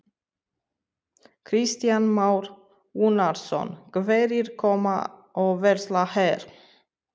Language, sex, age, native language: Icelandic, female, 30-39, Romanian